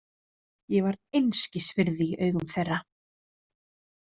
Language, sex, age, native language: Icelandic, female, 30-39, Icelandic